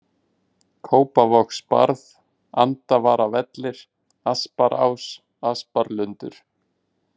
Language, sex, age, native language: Icelandic, male, 20-29, Icelandic